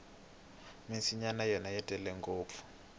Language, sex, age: Tsonga, male, 22